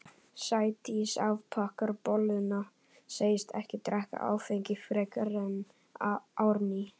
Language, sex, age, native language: Icelandic, male, 11, Icelandic